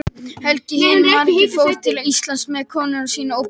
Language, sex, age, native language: Icelandic, male, 18-19, Icelandic